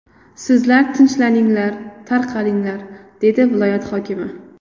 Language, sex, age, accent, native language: Uzbek, female, 18-24, Qoraqalpog'iston, Uzbek